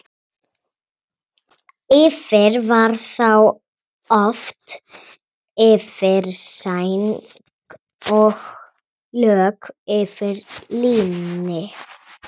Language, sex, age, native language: Icelandic, female, 30-39, Icelandic